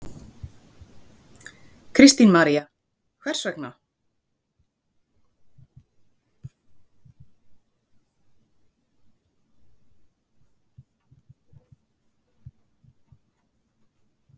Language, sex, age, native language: Icelandic, female, 40-49, Icelandic